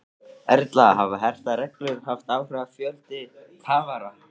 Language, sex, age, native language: Icelandic, male, 13, Icelandic